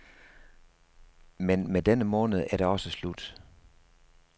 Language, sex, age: Danish, male, 56